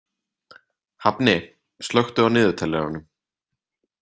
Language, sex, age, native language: Icelandic, male, 30-39, Icelandic